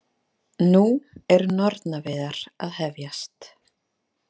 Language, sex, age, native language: Icelandic, female, 30-39, Icelandic